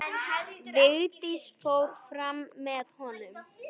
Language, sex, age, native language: Icelandic, female, 10, Icelandic